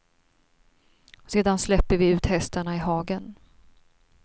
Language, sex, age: Swedish, female, 42